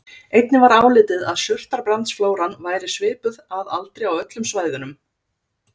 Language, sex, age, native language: Icelandic, female, 30-39, Icelandic